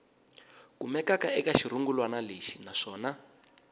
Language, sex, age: Tsonga, male, 22